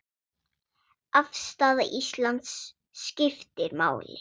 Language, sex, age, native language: Icelandic, female, 7, Swedish